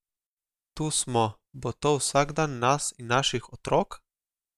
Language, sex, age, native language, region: Slovenian, male, 18-29, Slovenian, Gorica region